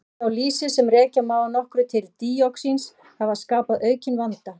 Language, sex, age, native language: Icelandic, female, 40-49, Icelandic